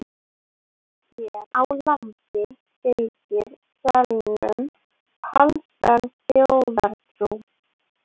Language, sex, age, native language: Icelandic, female, 18-19, Icelandic